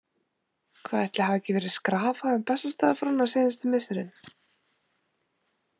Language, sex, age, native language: Icelandic, female, 20-29, Icelandic